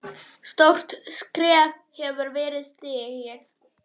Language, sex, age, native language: Icelandic, female, 10, Polish